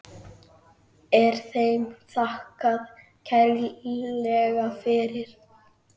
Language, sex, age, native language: Icelandic, male, 9, Icelandic